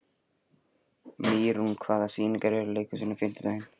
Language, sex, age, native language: Icelandic, male, 15, Icelandic